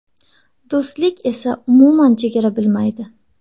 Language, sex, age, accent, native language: Uzbek, female, 18-24, Surxondaryo, Uzbek